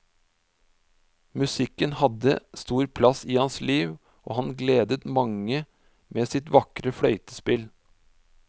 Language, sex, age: Norwegian, male, 46